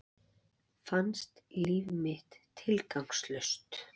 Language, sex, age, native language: Icelandic, female, 40-49, Icelandic